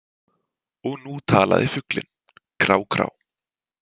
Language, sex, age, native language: Icelandic, male, 20-29, Icelandic